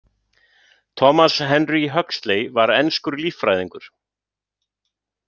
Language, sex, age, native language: Icelandic, male, 30-39, Icelandic